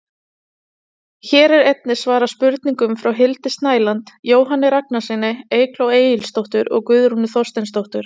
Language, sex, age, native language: Icelandic, female, 30-39, Icelandic